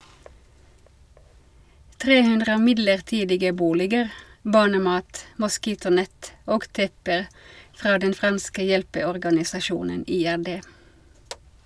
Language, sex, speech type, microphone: Norwegian, female, read, Shure